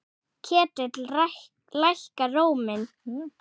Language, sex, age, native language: Icelandic, female, 8, Icelandic